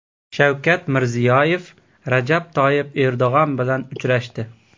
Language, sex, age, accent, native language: Uzbek, male, 18-24, Farg'ona, Uzbek